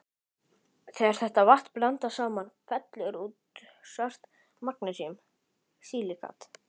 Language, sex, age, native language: Icelandic, male, 11, Icelandic